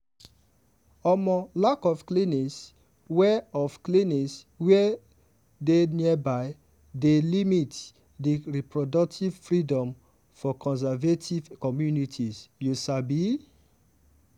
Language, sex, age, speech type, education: Nigerian Pidgin, male, 15-29, spontaneous, tertiary